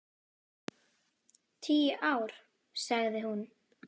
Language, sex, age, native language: Icelandic, female, 10, Icelandic